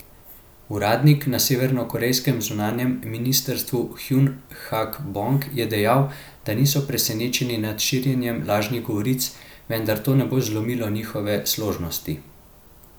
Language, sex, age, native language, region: Slovenian, male, 18-29, Slovenian, Central Slovenia